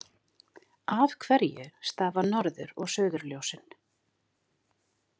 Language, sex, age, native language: Icelandic, female, 50-59, Icelandic